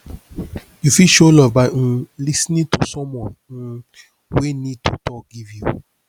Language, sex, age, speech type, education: Nigerian Pidgin, male, 30-45, spontaneous, tertiary